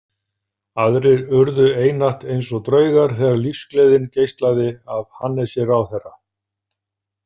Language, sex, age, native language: Icelandic, male, 50-59, Icelandic